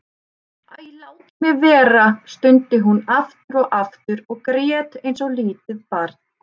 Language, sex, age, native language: Icelandic, female, 30-39, Icelandic